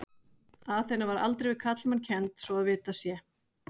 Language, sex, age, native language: Icelandic, female, 40-49, Icelandic